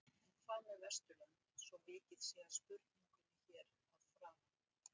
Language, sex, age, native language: Icelandic, female, 60-69, Icelandic